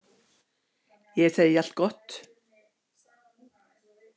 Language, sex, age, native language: Icelandic, female, 60-69, Icelandic